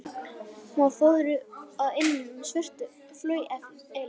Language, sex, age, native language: Icelandic, male, 11, Icelandic